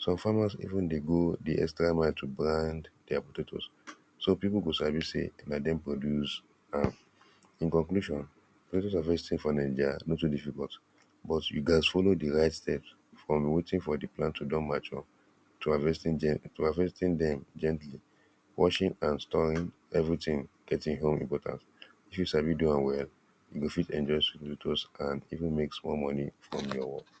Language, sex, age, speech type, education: Nigerian Pidgin, male, 15-29, spontaneous, primary